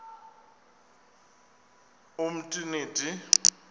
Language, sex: Xhosa, male